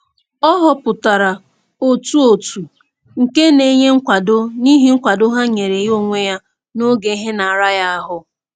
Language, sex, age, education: Igbo, female, 15-29, secondary